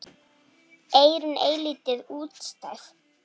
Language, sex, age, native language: Icelandic, female, 9, Icelandic